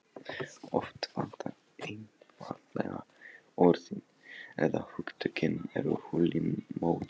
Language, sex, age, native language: Icelandic, male, 15, Polish